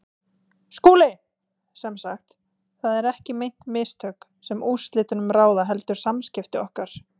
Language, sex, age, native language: Icelandic, female, 20-29, Icelandic